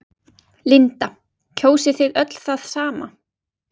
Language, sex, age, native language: Icelandic, female, 20-29, Icelandic